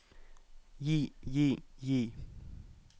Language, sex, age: Norwegian, male, 18